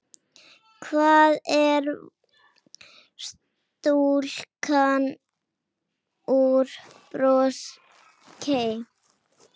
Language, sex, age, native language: Icelandic, female, 10, Icelandic